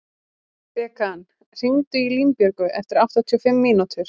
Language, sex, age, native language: Icelandic, female, 30-39, Icelandic